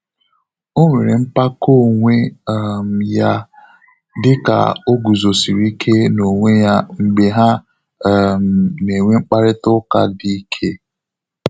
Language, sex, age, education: Igbo, male, 30-45, tertiary